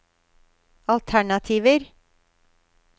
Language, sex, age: Norwegian, female, 53